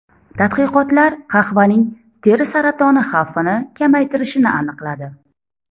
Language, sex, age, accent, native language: Uzbek, female, 30-39, Toshkent shahri, Uzbek